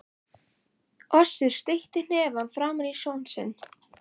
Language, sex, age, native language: Icelandic, female, 11, Icelandic